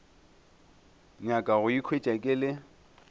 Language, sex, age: Northern Sotho, male, 24